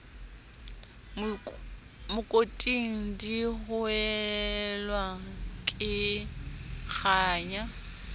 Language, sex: Southern Sotho, female